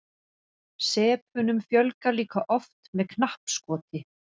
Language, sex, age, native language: Icelandic, female, 40-49, Icelandic